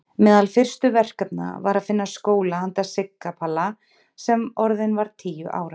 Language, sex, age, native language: Icelandic, female, 30-39, Icelandic